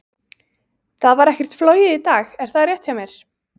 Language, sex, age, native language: Icelandic, female, 20-29, Icelandic